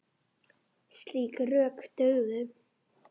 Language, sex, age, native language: Icelandic, male, 10, Icelandic